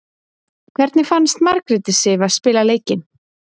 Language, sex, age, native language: Icelandic, female, 30-39, Icelandic